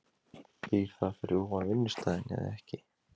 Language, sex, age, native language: Icelandic, male, 20-29, Icelandic